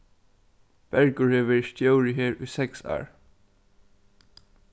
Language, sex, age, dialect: Faroese, male, 15-35, Norðuroyggjar